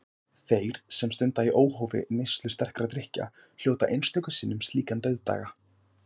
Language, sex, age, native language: Icelandic, male, 18-19, Icelandic